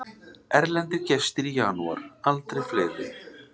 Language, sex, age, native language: Icelandic, male, 30-39, Icelandic